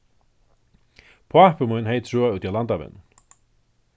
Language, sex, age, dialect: Faroese, male, 36-60, Suðurstreymoy